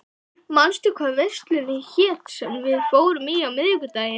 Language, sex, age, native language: Icelandic, female, 12, Icelandic